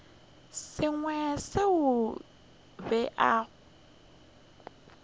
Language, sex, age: Northern Sotho, female, 21